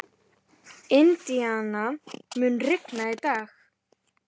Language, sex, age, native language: Icelandic, female, 11, Icelandic